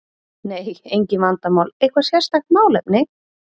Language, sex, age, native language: Icelandic, female, 30-39, Icelandic